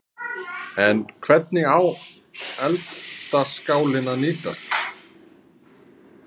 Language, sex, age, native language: Icelandic, male, 30-39, Icelandic